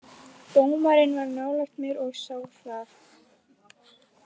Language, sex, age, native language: Icelandic, female, 20-29, Icelandic